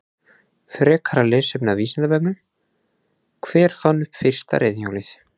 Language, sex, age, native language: Icelandic, male, 20-29, Icelandic